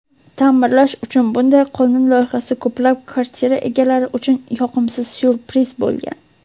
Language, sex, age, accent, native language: Uzbek, female, 18-24, Toshkent shahri, Uzbek